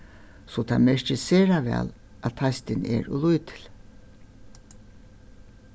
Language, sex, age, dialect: Faroese, female, 61+, Suðurstreymoy